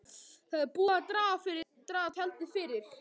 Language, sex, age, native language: Icelandic, male, 11, Icelandic